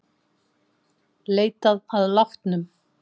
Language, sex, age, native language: Icelandic, female, 50-59, Icelandic